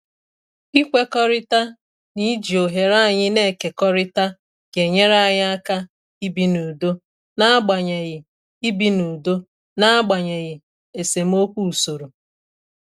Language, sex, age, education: Igbo, female, 30-45, tertiary